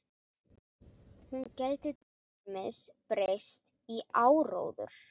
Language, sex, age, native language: Icelandic, female, 40-49, Icelandic